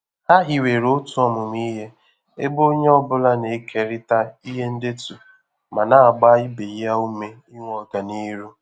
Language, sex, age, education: Igbo, male, 15-29, tertiary